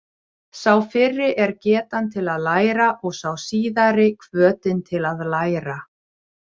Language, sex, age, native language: Icelandic, female, 40-49, Icelandic